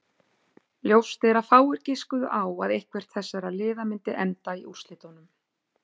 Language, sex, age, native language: Icelandic, female, 40-49, Icelandic